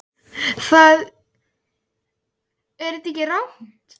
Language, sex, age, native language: Icelandic, male, 11, Icelandic